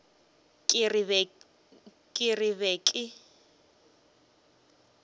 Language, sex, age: Northern Sotho, female, 23